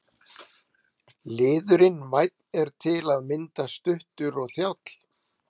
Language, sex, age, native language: Icelandic, male, 30-39, Icelandic